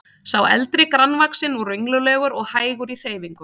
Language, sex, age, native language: Icelandic, female, 30-39, Icelandic